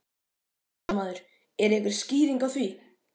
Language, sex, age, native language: Icelandic, male, 12, Icelandic